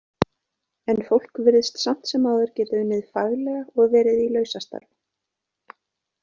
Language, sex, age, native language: Icelandic, female, 20-29, Icelandic